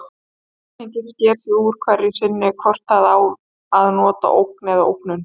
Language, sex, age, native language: Icelandic, female, 30-39, Icelandic